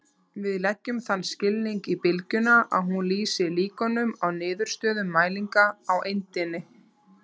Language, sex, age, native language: Icelandic, female, 30-39, Icelandic